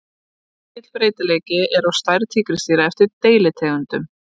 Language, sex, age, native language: Icelandic, female, 30-39, Icelandic